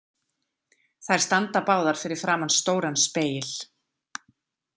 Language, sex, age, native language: Icelandic, female, 40-49, Icelandic